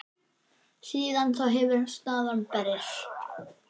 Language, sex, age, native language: Icelandic, male, 10, Icelandic